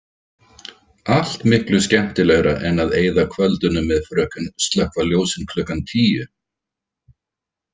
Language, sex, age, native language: Icelandic, male, 50-59, Icelandic